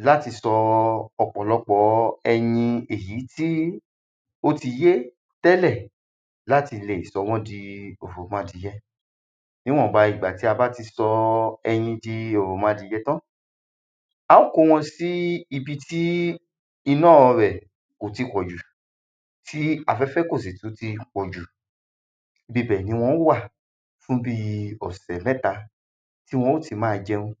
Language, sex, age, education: Yoruba, male, 30-45, secondary